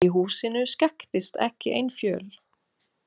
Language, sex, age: Icelandic, female, 40-49